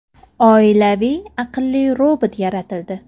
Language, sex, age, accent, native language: Uzbek, female, 19-29, Samarqand, Uzbek